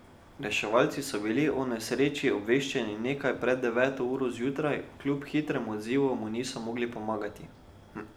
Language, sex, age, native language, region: Slovenian, male, 12-17, Slovenian, Drava region